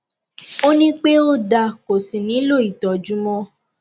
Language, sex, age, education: Yoruba, female, 15-29, tertiary